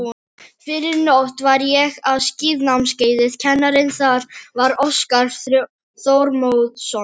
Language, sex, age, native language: Icelandic, female, 15, Filipino